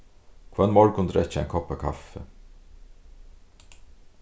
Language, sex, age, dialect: Faroese, male, 36-60, Suðurstreymoy